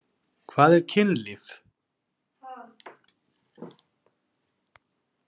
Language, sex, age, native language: Icelandic, male, 40-49, Icelandic